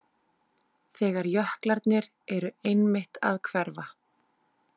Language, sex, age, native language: Icelandic, female, 30-39, Icelandic